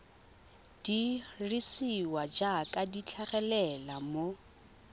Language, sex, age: Tswana, female, 22